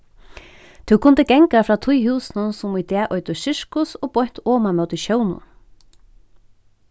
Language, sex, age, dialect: Faroese, female, 36-60, Norðurstreymoy/Eysturoy